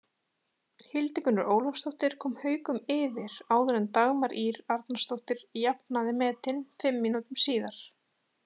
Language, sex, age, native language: Icelandic, female, 30-39, Icelandic